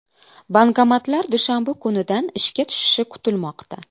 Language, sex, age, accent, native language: Uzbek, female, 25-34, Qashqadaryo, Uzbek